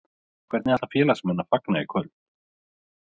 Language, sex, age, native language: Icelandic, male, 30-39, Icelandic